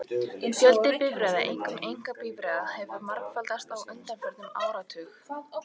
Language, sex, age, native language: Icelandic, female, 18-19, Icelandic